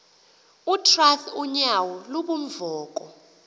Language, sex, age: Xhosa, female, 28